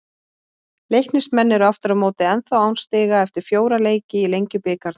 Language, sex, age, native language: Icelandic, female, 20-29, Icelandic